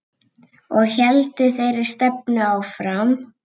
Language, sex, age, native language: Icelandic, female, 8, Icelandic